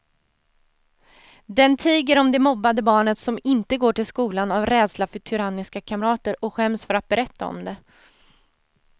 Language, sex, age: Swedish, female, 30